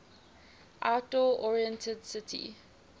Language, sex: English, female